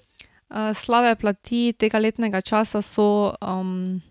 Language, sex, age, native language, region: Slovenian, female, 18-29, Slovenian, Drava region